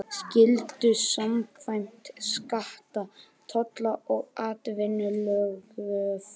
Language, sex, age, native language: Icelandic, male, 12, Icelandic